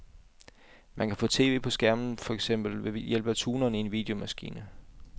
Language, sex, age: Danish, male, 28